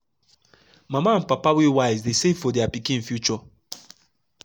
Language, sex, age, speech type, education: Nigerian Pidgin, male, 15-29, spontaneous, tertiary